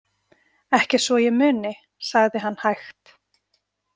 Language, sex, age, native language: Icelandic, female, 40-49, Icelandic